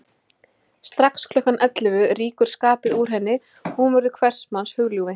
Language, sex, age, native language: Icelandic, female, 20-29, Icelandic